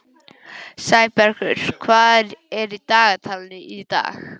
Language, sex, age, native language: Icelandic, male, 11, English